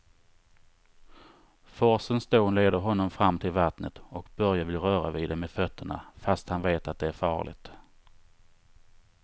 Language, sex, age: Swedish, male, 39